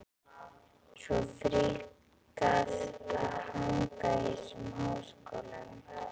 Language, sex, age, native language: Icelandic, female, 11, Icelandic